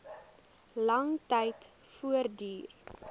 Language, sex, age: Afrikaans, female, 20